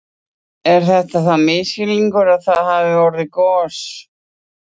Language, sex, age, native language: Icelandic, female, 60-69, Icelandic